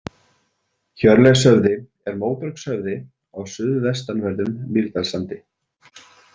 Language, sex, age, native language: Icelandic, male, 40-49, Icelandic